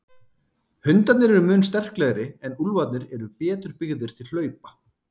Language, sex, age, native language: Icelandic, male, 30-39, Icelandic